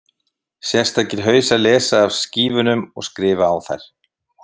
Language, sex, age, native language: Icelandic, male, 50-59, Icelandic